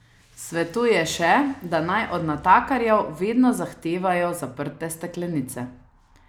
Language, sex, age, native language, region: Slovenian, female, 30-49, Slovenian, Savinja region